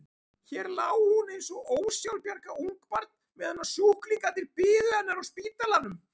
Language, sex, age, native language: Icelandic, male, 40-49, Icelandic